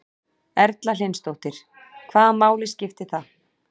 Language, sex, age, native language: Icelandic, female, 40-49, Icelandic